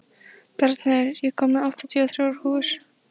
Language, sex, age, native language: Icelandic, female, 14, Icelandic